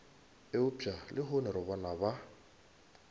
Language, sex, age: Northern Sotho, male, 22